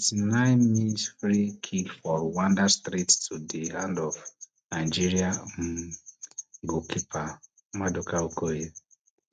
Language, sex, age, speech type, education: Nigerian Pidgin, male, 15-29, spontaneous, tertiary